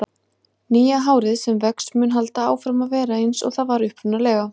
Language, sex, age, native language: Icelandic, female, 20-29, Icelandic